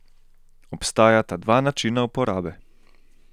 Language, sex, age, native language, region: Slovenian, male, 18-29, Slovenian, Central Slovenia